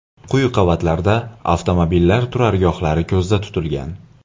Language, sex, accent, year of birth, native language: Uzbek, male, Andijon, 1999, Uzbek